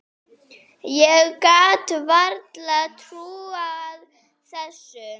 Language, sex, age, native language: Icelandic, female, 9, Icelandic